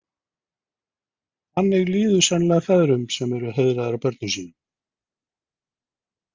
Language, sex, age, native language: Icelandic, male, 50-59, Icelandic